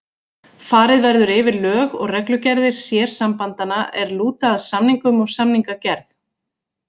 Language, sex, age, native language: Icelandic, female, 40-49, Icelandic